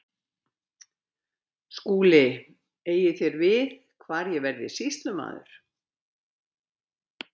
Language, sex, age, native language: Icelandic, female, 70-79, Icelandic